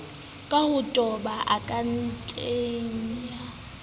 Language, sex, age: Southern Sotho, female, 18